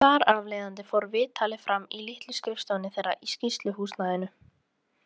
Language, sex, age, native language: Icelandic, female, 18-19, Icelandic